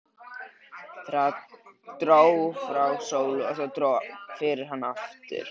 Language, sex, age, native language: Icelandic, male, 13, Icelandic